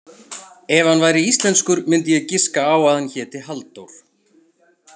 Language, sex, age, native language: Icelandic, male, 40-49, Icelandic